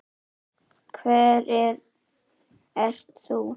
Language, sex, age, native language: Icelandic, male, 9, Icelandic